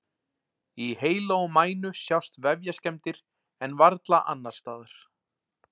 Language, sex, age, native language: Icelandic, male, 40-49, Icelandic